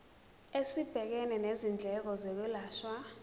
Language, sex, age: Zulu, female, 23